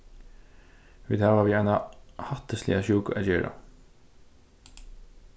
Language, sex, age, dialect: Faroese, male, 15-35, Suðurstreymoy